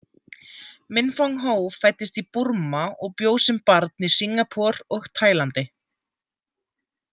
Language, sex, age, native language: Icelandic, female, 20-29, Icelandic